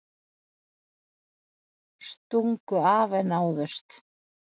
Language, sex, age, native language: Icelandic, female, 40-49, Icelandic